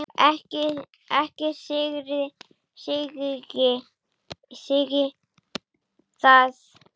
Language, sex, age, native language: Icelandic, male, 9, Icelandic